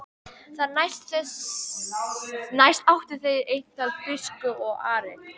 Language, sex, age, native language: Icelandic, female, 12, Icelandic